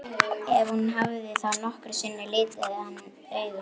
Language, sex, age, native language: Icelandic, male, 11, Icelandic